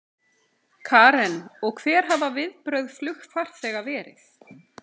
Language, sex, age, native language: Icelandic, female, 30-39, Icelandic